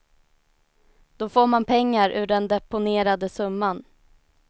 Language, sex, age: Swedish, female, 19